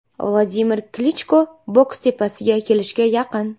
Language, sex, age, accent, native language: Uzbek, female, 18-24, Namangan, Uzbek